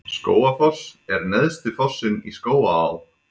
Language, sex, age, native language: Icelandic, male, 20-29, Icelandic